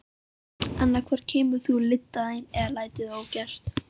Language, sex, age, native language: Icelandic, female, 12, Icelandic